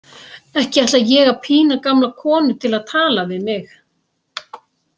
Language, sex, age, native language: Icelandic, female, 60-69, Icelandic